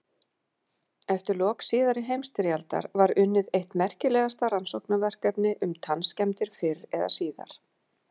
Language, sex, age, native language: Icelandic, female, 50-59, Icelandic